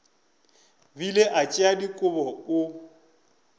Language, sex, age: Northern Sotho, male, 25